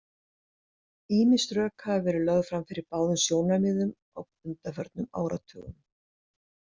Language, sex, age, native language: Icelandic, female, 60-69, Icelandic